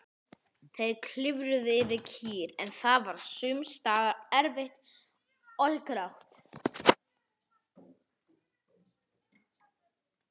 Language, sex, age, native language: Icelandic, male, 18-19, Icelandic